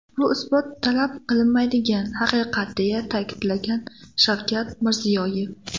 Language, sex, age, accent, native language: Uzbek, female, 18-24, Namangan, Uzbek